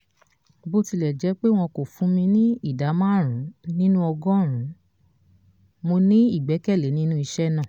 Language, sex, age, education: Yoruba, female, 30-45, tertiary